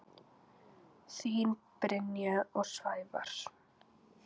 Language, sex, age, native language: Icelandic, female, 9, Icelandic